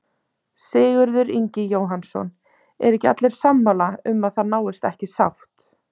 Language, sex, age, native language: Icelandic, female, 30-39, Icelandic